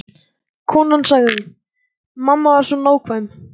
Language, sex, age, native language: Icelandic, male, 14, Icelandic